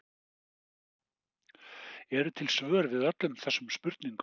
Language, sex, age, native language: Icelandic, male, 60-69, Icelandic